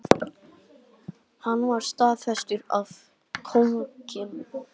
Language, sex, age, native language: Icelandic, male, 18-19, Icelandic